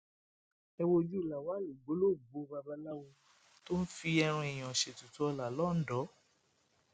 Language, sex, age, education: Yoruba, female, 46-60, tertiary